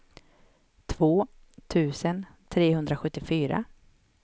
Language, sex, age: Swedish, female, 31